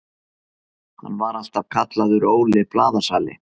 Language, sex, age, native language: Icelandic, male, 50-59, Icelandic